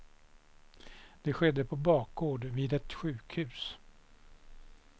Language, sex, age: Swedish, male, 61